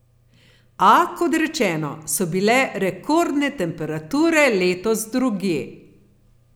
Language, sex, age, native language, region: Slovenian, female, 50-59, Slovenian, Gorenjska region